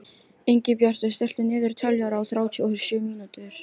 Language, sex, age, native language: Icelandic, other, 13, Filipino